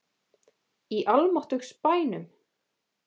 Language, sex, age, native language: Icelandic, female, 20-29, Icelandic